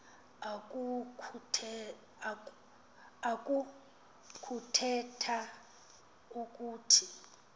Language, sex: Xhosa, female